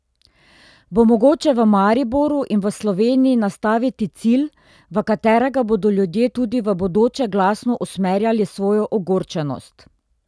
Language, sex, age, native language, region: Slovenian, female, 30-49, Slovenian, Drava region